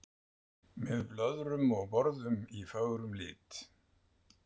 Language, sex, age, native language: Icelandic, male, 70-79, Icelandic